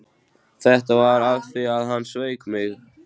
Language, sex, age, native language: Icelandic, male, 14, Icelandic